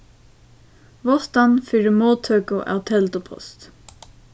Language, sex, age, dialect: Faroese, female, 15-35, Suðurstreymoy